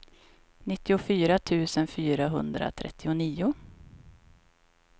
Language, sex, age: Swedish, female, 26